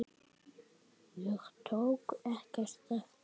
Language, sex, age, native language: Icelandic, male, 7, Icelandic